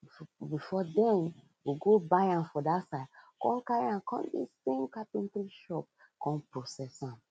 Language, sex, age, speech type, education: Nigerian Pidgin, female, 15-29, spontaneous, tertiary